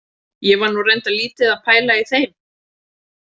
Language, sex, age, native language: Icelandic, female, 30-39, Icelandic